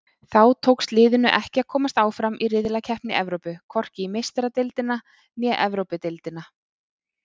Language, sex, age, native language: Icelandic, female, 30-39, Icelandic